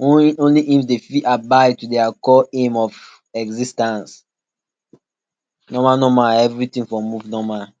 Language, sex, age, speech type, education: Nigerian Pidgin, male, 46-60, spontaneous, tertiary